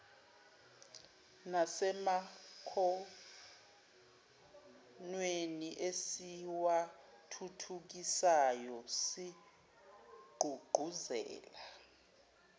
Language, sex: Zulu, female